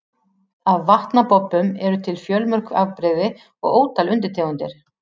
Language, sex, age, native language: Icelandic, female, 40-49, Icelandic